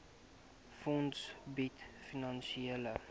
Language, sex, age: Afrikaans, male, 18